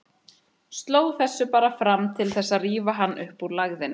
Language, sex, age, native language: Icelandic, female, 30-39, Icelandic